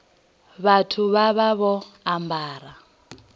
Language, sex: Venda, female